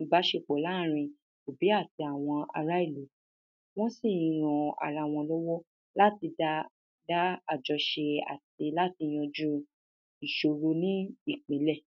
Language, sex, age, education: Yoruba, female, 15-29, tertiary